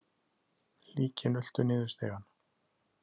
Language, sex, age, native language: Icelandic, male, 30-39, Icelandic